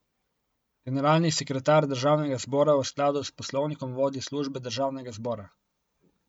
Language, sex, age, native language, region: Slovenian, male, 18-29, Slovenian, Coastal Karst region